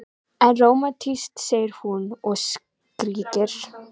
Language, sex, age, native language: Icelandic, female, 14, Icelandic